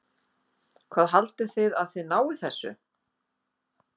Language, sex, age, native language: Icelandic, female, 50-59, Icelandic